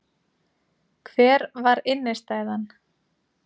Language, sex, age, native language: Icelandic, female, 30-39, Icelandic